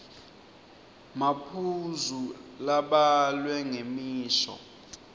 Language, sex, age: Swati, male, 20